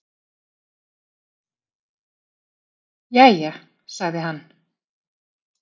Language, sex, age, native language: Icelandic, female, 30-39, Icelandic